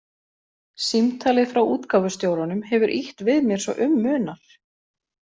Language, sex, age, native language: Icelandic, female, 40-49, Icelandic